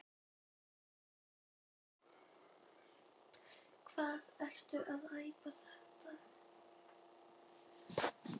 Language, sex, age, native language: Icelandic, female, 10, Icelandic